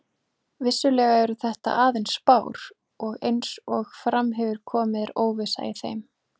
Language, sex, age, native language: Icelandic, female, 20-29, Icelandic